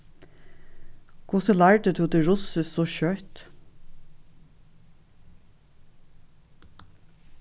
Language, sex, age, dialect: Faroese, female, 36-60, Suðurstreymoy